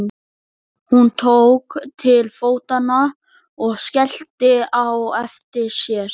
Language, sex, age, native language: Icelandic, male, 11, Icelandic